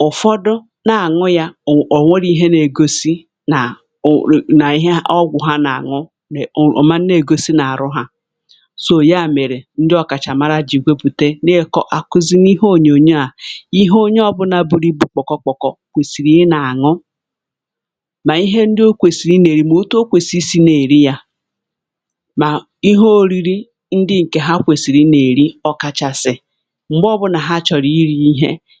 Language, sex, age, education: Igbo, female, 46-60, tertiary